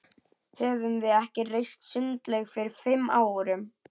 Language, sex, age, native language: Icelandic, female, 11, Icelandic